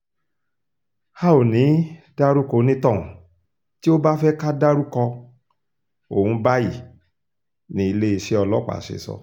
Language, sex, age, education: Yoruba, male, 46-60, tertiary